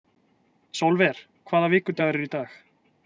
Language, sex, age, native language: Icelandic, male, 30-39, Icelandic